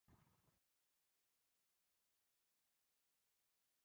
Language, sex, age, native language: Icelandic, female, 50-59, Icelandic